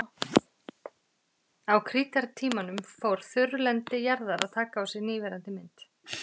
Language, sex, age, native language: Icelandic, female, 40-49, Icelandic